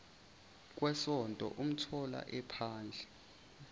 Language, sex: Zulu, male